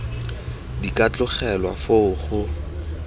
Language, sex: Tswana, male